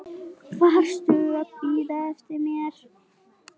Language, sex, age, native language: Icelandic, female, 8, Icelandic